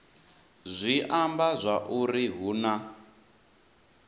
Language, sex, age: Venda, male, 19